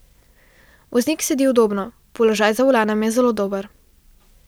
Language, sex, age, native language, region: Slovenian, female, 12-17, Slovenian, Central Slovenia